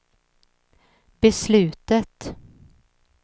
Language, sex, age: Swedish, female, 39